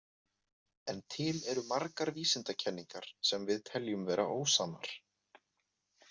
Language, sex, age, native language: Icelandic, male, 20-29, Icelandic